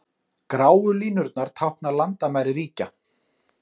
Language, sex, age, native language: Icelandic, male, 30-39, Icelandic